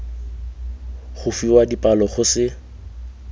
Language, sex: Tswana, male